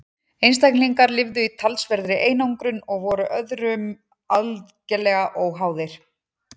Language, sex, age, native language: Icelandic, female, 40-49, Icelandic